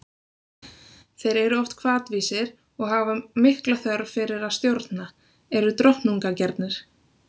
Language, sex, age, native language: Icelandic, female, 20-29, Icelandic